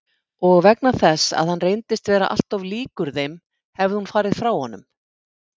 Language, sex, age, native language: Icelandic, female, 50-59, Icelandic